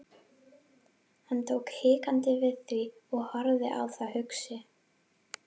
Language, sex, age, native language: Icelandic, female, 11, Icelandic